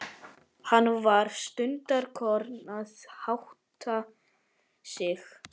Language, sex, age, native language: Icelandic, male, 12, Icelandic